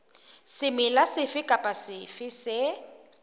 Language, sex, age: Southern Sotho, female, 23